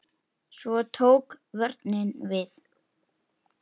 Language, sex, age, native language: Icelandic, male, 8, Icelandic